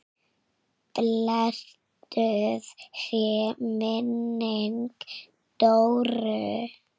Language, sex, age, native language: Icelandic, female, 6, Icelandic